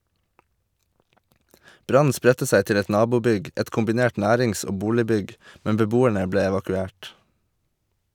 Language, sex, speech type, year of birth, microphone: Norwegian, male, read, 1989, Shure